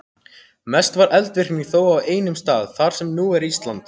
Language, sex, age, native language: Icelandic, other, 18-19, Icelandic